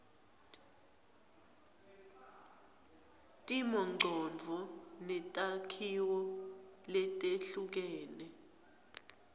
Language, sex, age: Swati, female, 20